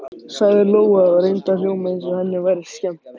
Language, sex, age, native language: Icelandic, male, 18-19, Icelandic